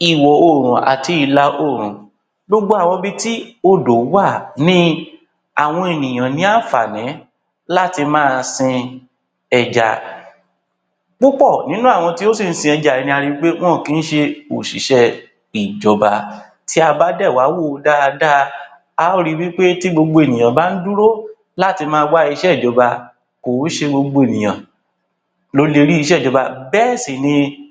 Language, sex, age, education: Yoruba, male, 60+, tertiary